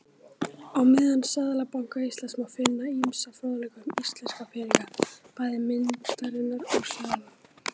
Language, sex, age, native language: Icelandic, male, 18-19, Icelandic